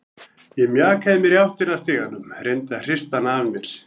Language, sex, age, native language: Icelandic, male, 40-49, Icelandic